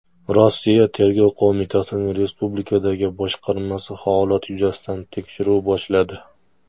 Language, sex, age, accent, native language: Uzbek, male, 19-29, Namangan, Uzbek